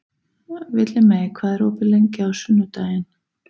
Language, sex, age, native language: Icelandic, female, 30-39, Icelandic